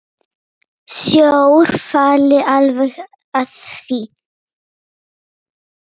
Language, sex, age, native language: Icelandic, female, 8, Polish